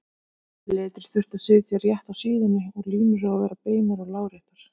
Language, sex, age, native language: Icelandic, female, 50-59, Icelandic